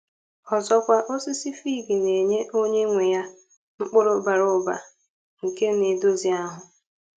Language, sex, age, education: Igbo, female, 15-29, tertiary